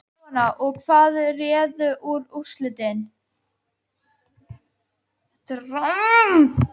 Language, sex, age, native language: Icelandic, female, 12, Icelandic